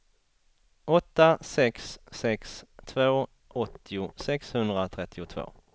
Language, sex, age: Swedish, male, 33